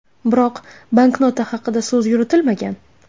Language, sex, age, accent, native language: Uzbek, female, 19-29, Navoiy, Uzbek